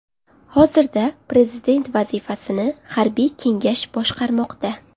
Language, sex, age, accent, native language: Uzbek, female, under 19, Qashqadaryo, Uzbek